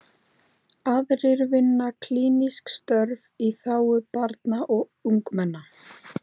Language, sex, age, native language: Icelandic, female, 18-19, Icelandic